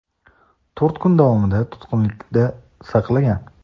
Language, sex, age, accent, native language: Uzbek, male, 19-29, Toshkent shahri, Uzbek